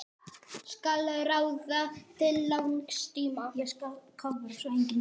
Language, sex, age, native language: Icelandic, male, 8, Icelandic